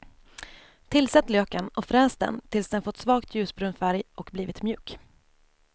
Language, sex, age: Swedish, female, 28